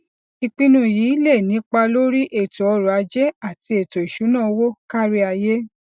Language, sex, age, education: Yoruba, female, 46-60, tertiary